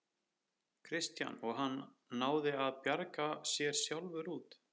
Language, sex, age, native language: Icelandic, male, 30-39, Icelandic